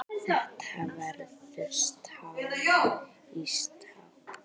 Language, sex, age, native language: Icelandic, female, 9, Icelandic